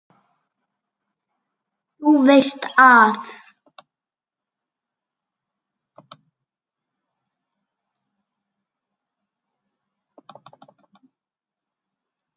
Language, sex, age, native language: Icelandic, female, 7, Icelandic